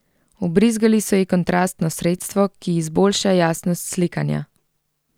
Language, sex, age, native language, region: Slovenian, female, 30-49, Slovenian, Central Slovenia